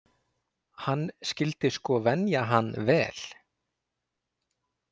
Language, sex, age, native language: Icelandic, male, 20-29, Icelandic